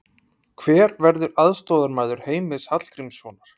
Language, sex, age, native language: Icelandic, male, 30-39, Icelandic